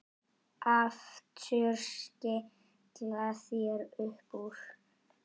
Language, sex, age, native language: Icelandic, male, 8, Icelandic